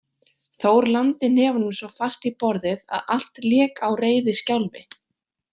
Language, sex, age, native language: Icelandic, female, 18-19, Icelandic